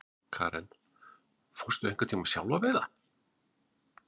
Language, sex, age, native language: Icelandic, male, 40-49, Icelandic